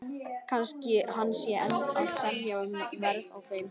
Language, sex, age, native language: Icelandic, male, 12, Icelandic